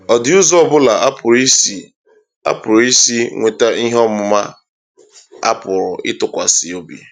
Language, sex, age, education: Igbo, male, 15-29, tertiary